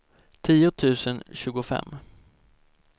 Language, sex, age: Swedish, male, 17